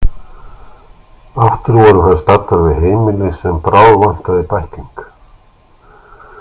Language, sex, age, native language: Icelandic, male, 60-69, Icelandic